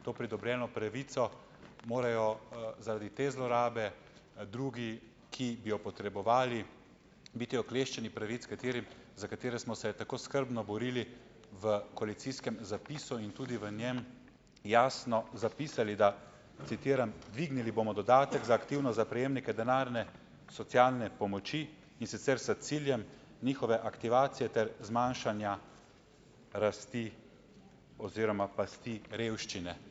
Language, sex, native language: Slovenian, male, Slovenian